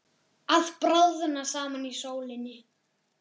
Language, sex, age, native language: Icelandic, male, 8, Icelandic